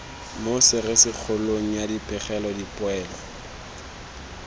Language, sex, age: Tswana, male, 19